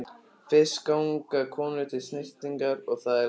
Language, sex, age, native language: Icelandic, male, 15, Icelandic